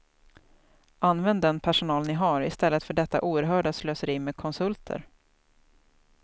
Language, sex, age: Swedish, female, 28